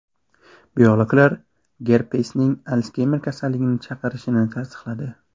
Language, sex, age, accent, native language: Uzbek, male, 18-24, Toshkent viloyati, Uzbek